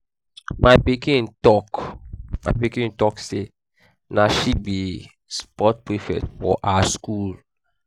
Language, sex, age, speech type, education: Nigerian Pidgin, male, 15-29, spontaneous, tertiary